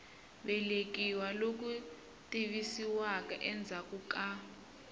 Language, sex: Tsonga, male